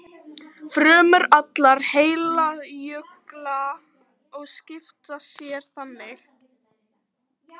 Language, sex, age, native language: Icelandic, female, 12, Icelandic